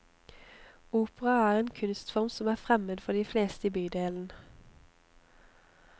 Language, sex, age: Norwegian, female, 25